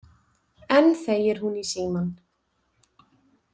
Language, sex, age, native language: Icelandic, female, 20-29, Icelandic